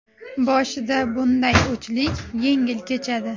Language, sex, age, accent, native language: Uzbek, female, 18-24, Namangan, Uzbek